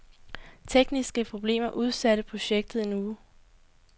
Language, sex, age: Danish, female, 18